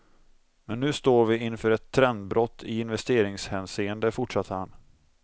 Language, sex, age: Swedish, male, 26